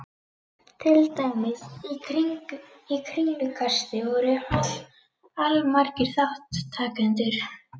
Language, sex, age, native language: Icelandic, female, 11, Icelandic